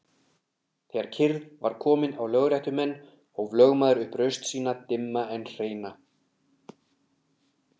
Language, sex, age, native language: Icelandic, male, 30-39, Icelandic